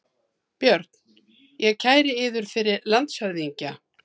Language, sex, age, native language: Icelandic, female, 70-79, Icelandic